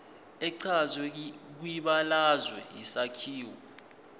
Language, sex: Zulu, male